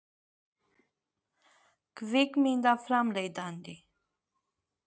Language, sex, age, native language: Icelandic, female, 30-39, Icelandic